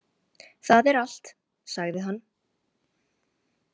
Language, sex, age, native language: Icelandic, female, 18-19, Chinese